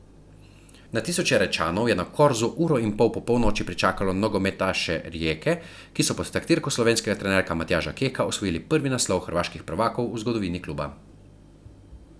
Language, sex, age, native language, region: Slovenian, male, 30-49, Slovenian, Central Slovenia